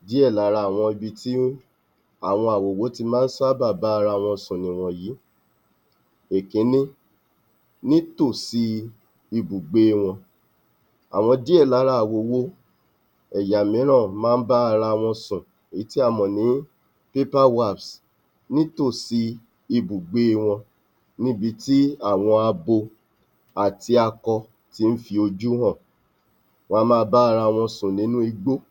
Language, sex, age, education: Yoruba, male, 30-45, tertiary